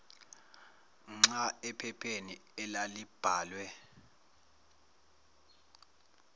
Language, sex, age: Zulu, male, 19